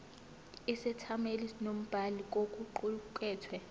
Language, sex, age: Zulu, female, 18